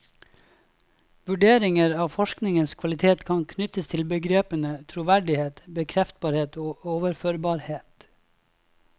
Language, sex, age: Norwegian, male, 26